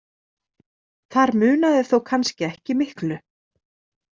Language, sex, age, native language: Icelandic, female, 30-39, Icelandic